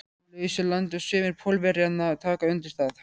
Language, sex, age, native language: Icelandic, male, 13, Icelandic